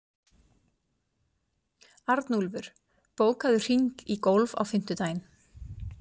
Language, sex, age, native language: Icelandic, female, 40-49, Icelandic